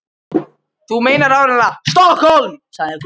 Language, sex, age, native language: Icelandic, male, 13, Icelandic